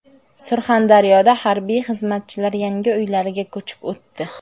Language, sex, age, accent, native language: Uzbek, female, 18-24, Samarqand, Uzbek